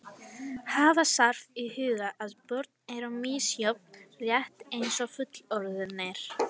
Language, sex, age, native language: Icelandic, female, 18-19, Icelandic